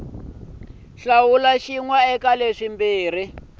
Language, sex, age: Tsonga, male, 26